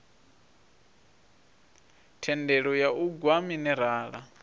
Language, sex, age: Venda, male, 23